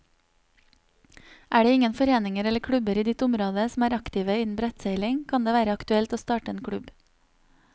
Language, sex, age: Norwegian, female, 27